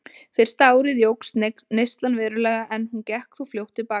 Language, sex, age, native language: Icelandic, female, 20-29, Icelandic